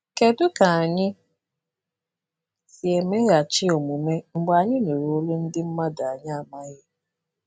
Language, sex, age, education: Igbo, female, 15-29, tertiary